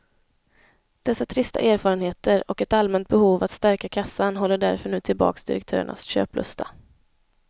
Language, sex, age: Swedish, female, 21